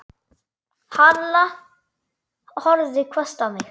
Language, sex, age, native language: Icelandic, male, 9, Icelandic